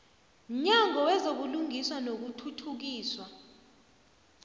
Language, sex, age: South Ndebele, female, 29